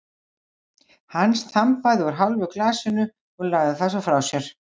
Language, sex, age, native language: Icelandic, female, 60-69, Icelandic